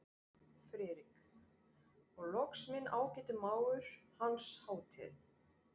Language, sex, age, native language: Icelandic, female, 40-49, French